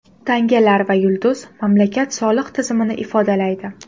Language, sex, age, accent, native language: Uzbek, female, 18-24, Toshkent shahri, Uzbek